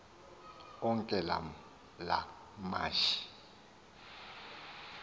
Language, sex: Xhosa, male